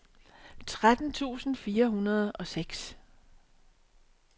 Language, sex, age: Danish, female, 62